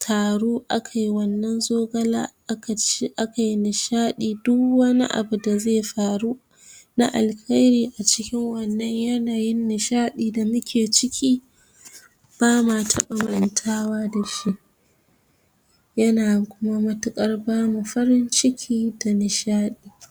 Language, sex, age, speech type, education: Hausa, female, 46-60, spontaneous, tertiary